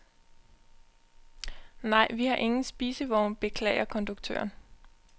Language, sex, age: Danish, female, 20